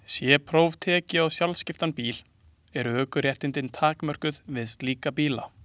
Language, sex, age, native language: Icelandic, male, 20-29, Icelandic